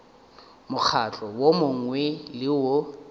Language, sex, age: Northern Sotho, male, 30